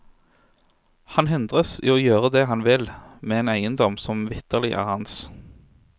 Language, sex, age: Norwegian, male, 23